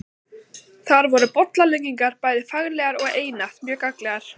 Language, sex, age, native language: Icelandic, female, 15, Icelandic